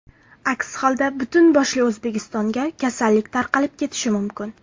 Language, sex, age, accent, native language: Uzbek, female, 18-24, Farg'ona, Uzbek